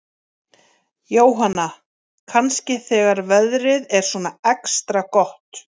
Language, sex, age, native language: Icelandic, female, 40-49, Icelandic